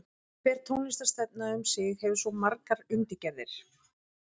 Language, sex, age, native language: Icelandic, female, 30-39, Icelandic